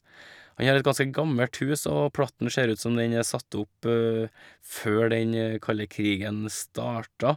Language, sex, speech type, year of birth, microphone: Norwegian, male, spontaneous, 1985, Shure